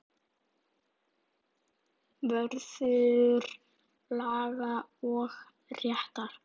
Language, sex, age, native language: Icelandic, female, 9, Icelandic